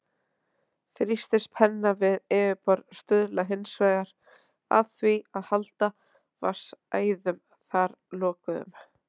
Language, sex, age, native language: Icelandic, female, 30-39, Icelandic